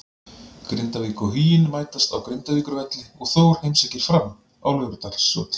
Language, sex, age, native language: Icelandic, male, 40-49, Icelandic